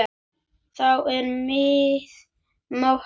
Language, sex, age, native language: Icelandic, male, 9, Icelandic